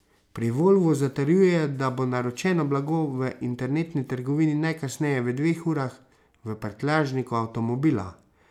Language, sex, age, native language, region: Slovenian, male, 30-49, Slovenian, Savinja region